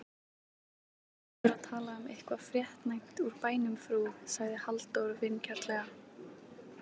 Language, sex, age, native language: Icelandic, female, 18-19, Icelandic